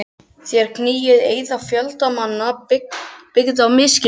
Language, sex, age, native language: Icelandic, other, 12, Icelandic